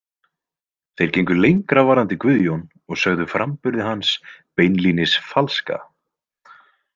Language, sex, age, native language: Icelandic, male, 20-29, Icelandic